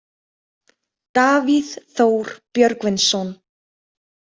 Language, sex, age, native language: Icelandic, female, 30-39, Icelandic